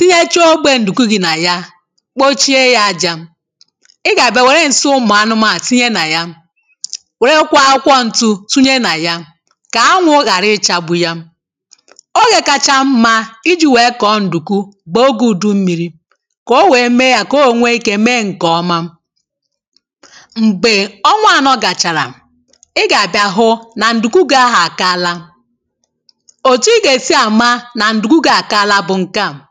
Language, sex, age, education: Igbo, female, 30-45, tertiary